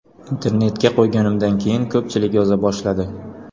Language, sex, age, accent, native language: Uzbek, male, 18-24, Qoraqalpog'iston, Uzbek